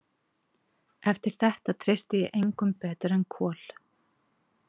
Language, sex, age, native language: Icelandic, female, 40-49, Icelandic